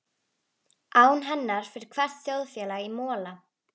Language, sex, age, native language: Icelandic, female, 11, Icelandic